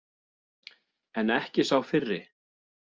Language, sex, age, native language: Icelandic, male, 40-49, Icelandic